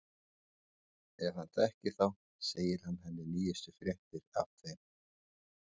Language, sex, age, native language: Icelandic, male, 40-49, Icelandic